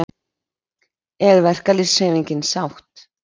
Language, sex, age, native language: Icelandic, female, 30-39, Icelandic